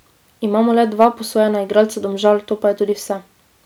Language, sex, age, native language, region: Slovenian, female, 18-29, Slovenian, Drava region